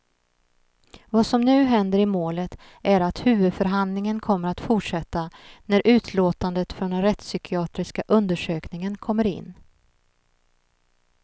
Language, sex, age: Swedish, female, 39